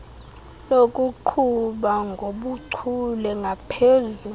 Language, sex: Xhosa, female